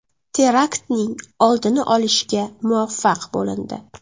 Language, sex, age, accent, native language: Uzbek, female, 19-29, Jizzax, Uzbek